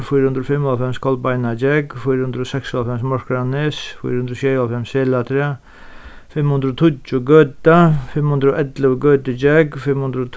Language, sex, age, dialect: Faroese, male, 36-60, Sandoy